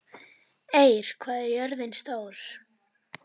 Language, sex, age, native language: Icelandic, female, 12, Icelandic